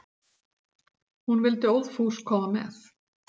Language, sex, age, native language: Icelandic, female, 40-49, Icelandic